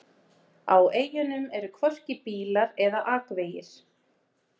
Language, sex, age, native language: Icelandic, female, 30-39, Icelandic